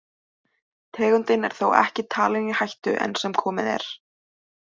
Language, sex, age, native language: Icelandic, male, 20-29, Icelandic